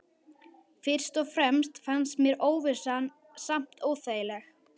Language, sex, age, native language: Icelandic, male, 12, Icelandic